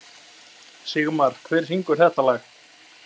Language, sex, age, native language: Icelandic, male, 20-29, Icelandic